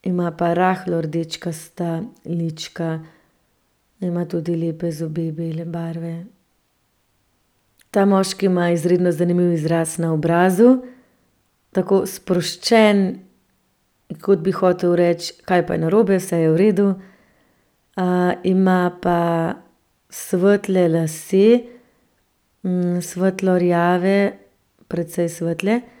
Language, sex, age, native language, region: Slovenian, female, 30-49, Slovenian, Central Slovenia